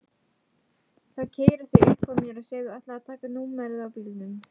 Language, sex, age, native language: Icelandic, female, 18-19, Icelandic